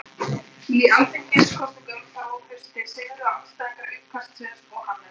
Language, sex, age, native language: Icelandic, male, 12, Icelandic